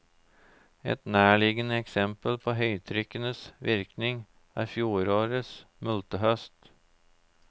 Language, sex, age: Norwegian, male, 34